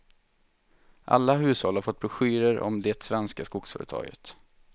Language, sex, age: Swedish, male, 23